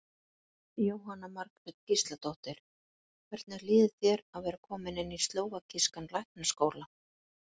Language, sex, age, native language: Icelandic, female, 50-59, Icelandic